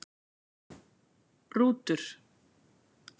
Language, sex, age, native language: Icelandic, female, 40-49, Icelandic